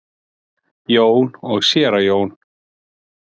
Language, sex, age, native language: Icelandic, male, 40-49, Icelandic